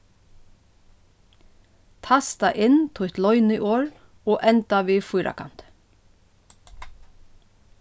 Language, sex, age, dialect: Faroese, female, 36-60, Norðuroyggjar